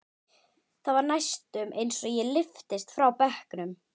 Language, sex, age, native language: Icelandic, female, 12, Icelandic